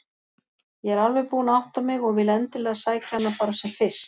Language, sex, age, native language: Icelandic, female, 40-49, Icelandic